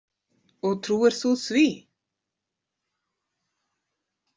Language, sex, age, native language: Icelandic, female, 40-49, Icelandic